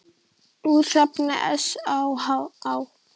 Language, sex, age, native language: Icelandic, female, 10, Icelandic